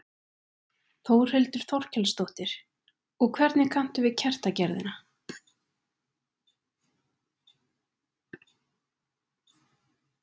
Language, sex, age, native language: Icelandic, female, 20-29, Icelandic